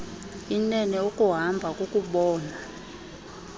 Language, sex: Xhosa, female